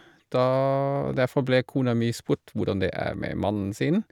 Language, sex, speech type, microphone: Norwegian, male, spontaneous, Shure